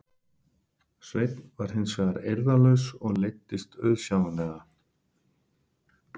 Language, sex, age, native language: Icelandic, male, 50-59, Icelandic